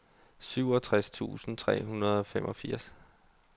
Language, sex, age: Danish, male, 32